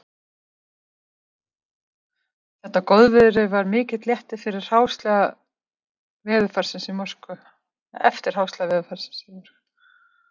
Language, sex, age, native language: Icelandic, female, 30-39, Icelandic